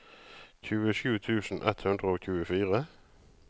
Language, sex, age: Norwegian, male, 35